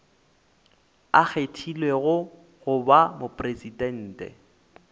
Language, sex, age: Northern Sotho, male, 24